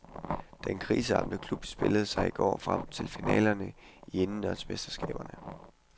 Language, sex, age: Danish, male, 21